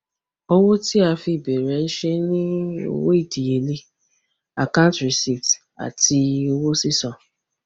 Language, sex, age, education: Yoruba, female, 15-29, tertiary